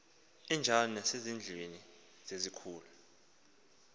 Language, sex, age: Xhosa, male, 19